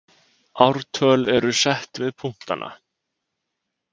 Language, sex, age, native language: Icelandic, male, 20-29, Icelandic